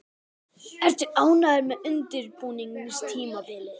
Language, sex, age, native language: Icelandic, male, 12, Icelandic